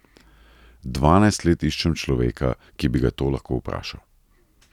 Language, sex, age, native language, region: Slovenian, male, 30-49, Slovenian, Central Slovenia